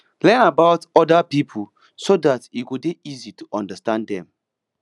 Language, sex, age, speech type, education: Nigerian Pidgin, male, 15-29, spontaneous, tertiary